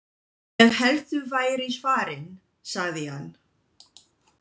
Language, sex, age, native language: Icelandic, female, 20-29, English